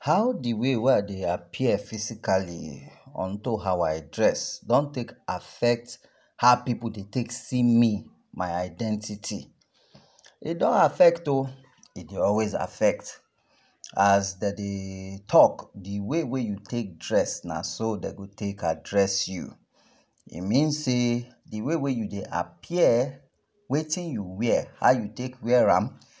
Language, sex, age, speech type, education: Nigerian Pidgin, male, 30-45, spontaneous, tertiary